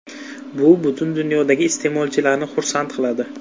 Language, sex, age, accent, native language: Uzbek, male, 25-34, Buxoro, Uzbek